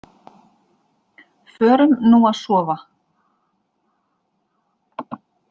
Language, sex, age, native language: Icelandic, female, 40-49, Icelandic